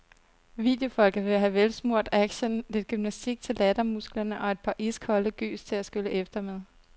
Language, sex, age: Danish, female, 32